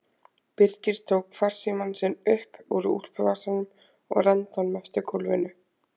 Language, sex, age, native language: Icelandic, female, 20-29, Icelandic